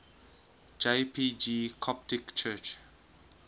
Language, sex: English, male